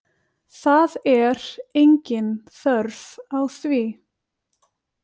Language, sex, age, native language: Icelandic, female, 20-29, Icelandic